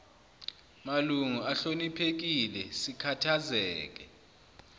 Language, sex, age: Zulu, male, 29